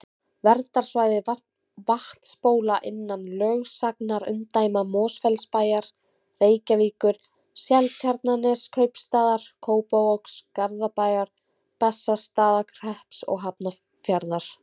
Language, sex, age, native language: Icelandic, female, 20-29, Icelandic